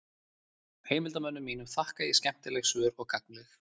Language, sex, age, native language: Icelandic, male, 30-39, Icelandic